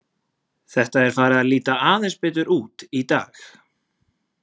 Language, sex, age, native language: Icelandic, male, 20-29, Icelandic